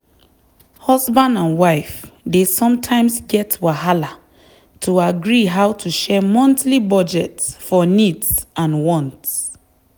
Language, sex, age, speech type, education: Nigerian Pidgin, female, 30-45, spontaneous, tertiary